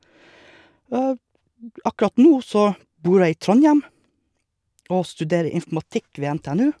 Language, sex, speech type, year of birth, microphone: Norwegian, male, spontaneous, 1982, Shure